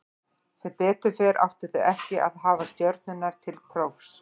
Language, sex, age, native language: Icelandic, female, 40-49, Icelandic